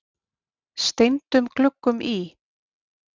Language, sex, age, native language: Icelandic, female, 40-49, Icelandic